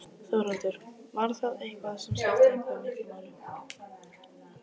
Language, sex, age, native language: Icelandic, female, 15, Icelandic